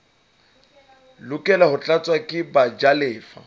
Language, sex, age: Southern Sotho, male, 26